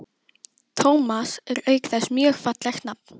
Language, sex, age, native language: Icelandic, female, 12, Icelandic